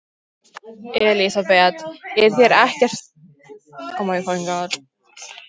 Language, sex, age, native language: Icelandic, female, 13, Icelandic